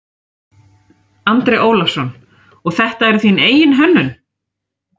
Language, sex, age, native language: Icelandic, female, 30-39, Icelandic